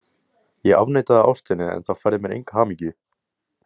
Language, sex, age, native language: Icelandic, male, 18-19, Icelandic